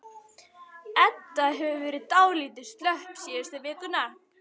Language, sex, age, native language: Icelandic, female, 12, Icelandic